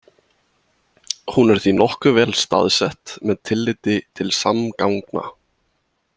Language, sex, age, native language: Icelandic, male, 20-29, Icelandic